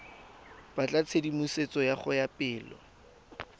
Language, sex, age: Tswana, male, 20